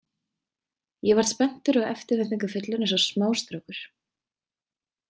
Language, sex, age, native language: Icelandic, female, 20-29, Icelandic